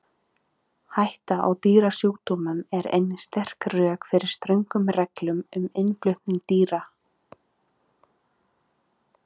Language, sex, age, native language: Icelandic, female, 30-39, Icelandic